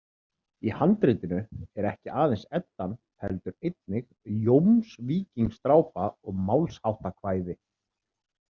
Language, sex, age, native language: Icelandic, male, 30-39, Icelandic